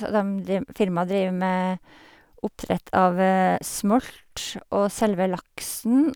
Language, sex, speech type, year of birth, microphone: Norwegian, female, spontaneous, 1958, Sennheiser